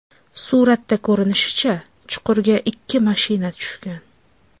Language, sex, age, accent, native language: Uzbek, female, 25-34, Farg'ona, Uzbek